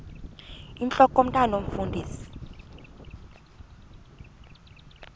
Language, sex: Xhosa, female